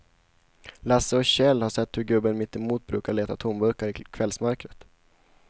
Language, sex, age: Swedish, male, 16